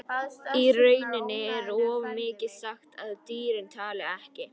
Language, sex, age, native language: Icelandic, female, 50-59, Icelandic